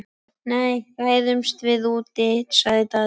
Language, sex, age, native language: Icelandic, male, 11, Icelandic